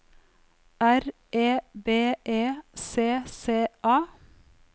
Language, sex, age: Norwegian, female, 34